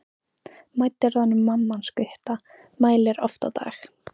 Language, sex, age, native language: Icelandic, female, 15, Icelandic